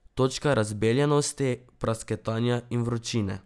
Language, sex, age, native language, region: Slovenian, male, 12-17, Slovenian, Drava region